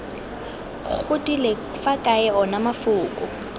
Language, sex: Tswana, female